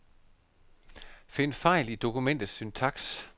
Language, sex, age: Danish, male, 51